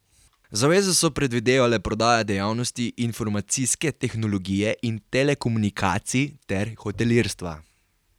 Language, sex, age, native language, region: Slovenian, male, 18-29, Slovenian, Carinthia region